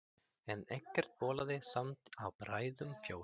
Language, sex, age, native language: Icelandic, male, 30-39, Swedish